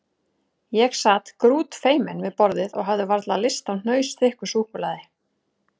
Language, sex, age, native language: Icelandic, female, 30-39, Icelandic